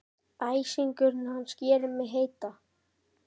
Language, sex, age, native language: Icelandic, female, 9, Icelandic